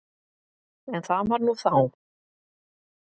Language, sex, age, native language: Icelandic, female, 50-59, Icelandic